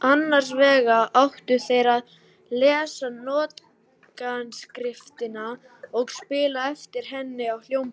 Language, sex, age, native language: Icelandic, male, 18-19, Icelandic